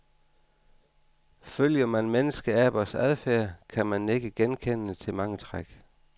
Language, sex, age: Danish, male, 49